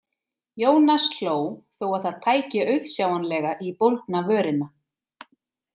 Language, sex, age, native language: Icelandic, female, 30-39, Icelandic